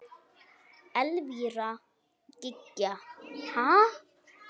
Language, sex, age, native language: Icelandic, female, 9, Icelandic